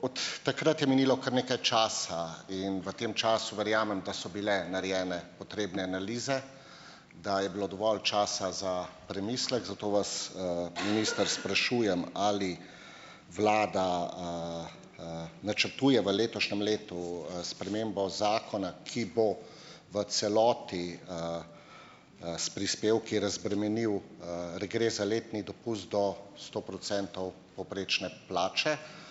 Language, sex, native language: Slovenian, male, Slovenian